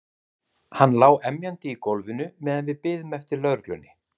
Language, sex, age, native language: Icelandic, male, 30-39, Icelandic